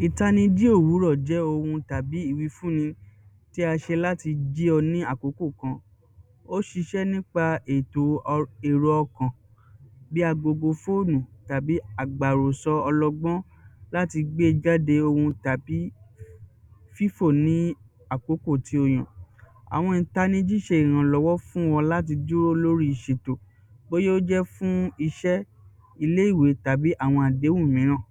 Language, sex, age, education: Yoruba, male, 30-45, secondary